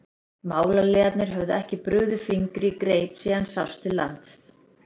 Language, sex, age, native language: Icelandic, female, 30-39, Icelandic